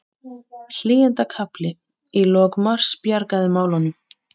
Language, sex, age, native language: Icelandic, female, 30-39, Icelandic